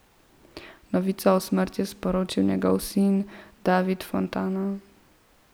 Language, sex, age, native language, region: Slovenian, female, 12-17, Slovenian, Central Slovenia